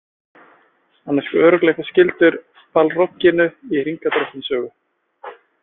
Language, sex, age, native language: Icelandic, other, 20-29, Icelandic